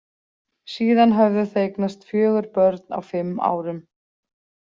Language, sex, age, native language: Icelandic, female, 40-49, Icelandic